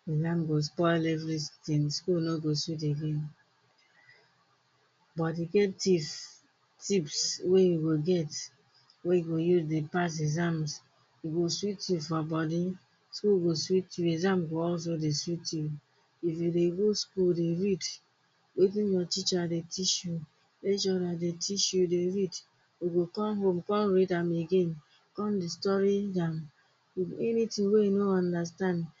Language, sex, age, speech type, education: Nigerian Pidgin, female, 30-45, spontaneous, tertiary